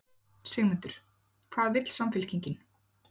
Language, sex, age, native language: Icelandic, female, 40-49, Icelandic